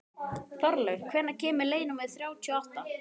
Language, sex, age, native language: Icelandic, male, 12, Icelandic